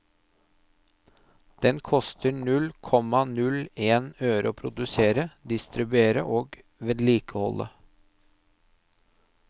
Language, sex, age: Norwegian, male, 30